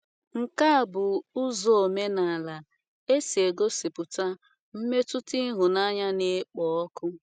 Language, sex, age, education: Igbo, female, 15-29, tertiary